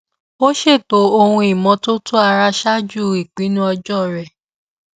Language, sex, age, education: Yoruba, female, 15-29, tertiary